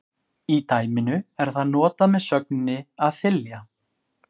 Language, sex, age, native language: Icelandic, male, 20-29, Icelandic